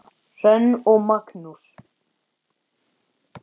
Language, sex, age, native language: Icelandic, male, 10, Icelandic